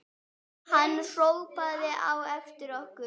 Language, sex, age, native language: Icelandic, female, 8, Icelandic